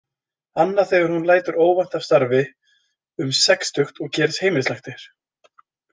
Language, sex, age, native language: Icelandic, male, 20-29, Icelandic